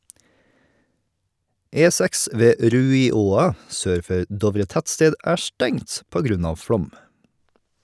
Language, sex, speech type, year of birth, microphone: Norwegian, male, read, 1989, Shure